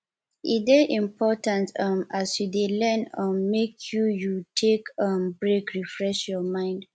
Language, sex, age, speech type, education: Nigerian Pidgin, female, 15-29, spontaneous, tertiary